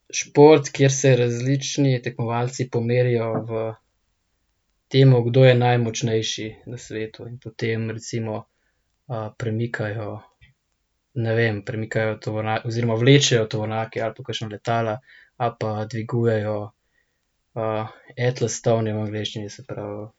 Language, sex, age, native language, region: Slovenian, male, 18-29, Slovenian, Central Slovenia